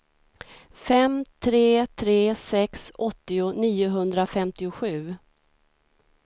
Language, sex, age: Swedish, female, 46